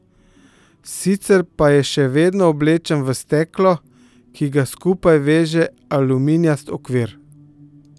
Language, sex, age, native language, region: Slovenian, male, 50-59, Slovenian, Central Slovenia